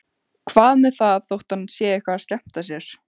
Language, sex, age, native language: Icelandic, female, 15, Icelandic